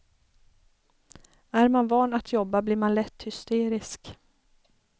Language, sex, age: Swedish, female, 33